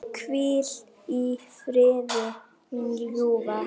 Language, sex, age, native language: Icelandic, female, 9, Icelandic